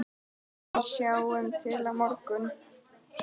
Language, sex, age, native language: Icelandic, male, 10, Icelandic